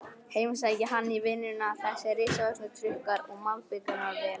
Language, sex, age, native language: Icelandic, male, 11, Icelandic